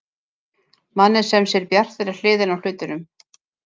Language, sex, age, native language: Icelandic, female, 50-59, Icelandic